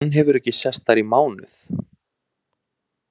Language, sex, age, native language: Icelandic, male, 20-29, Icelandic